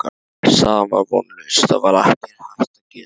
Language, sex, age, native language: Icelandic, male, 13, Icelandic